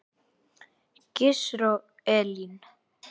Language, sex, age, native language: Icelandic, male, 8, Icelandic